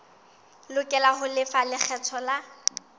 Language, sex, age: Southern Sotho, female, 19